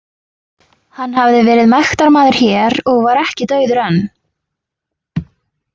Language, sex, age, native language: Icelandic, female, 20-29, Icelandic